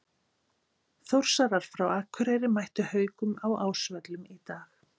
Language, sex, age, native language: Icelandic, female, 50-59, Icelandic